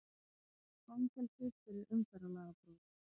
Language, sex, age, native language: Icelandic, female, 60-69, Icelandic